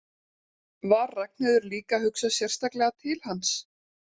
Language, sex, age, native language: Icelandic, female, 30-39, Icelandic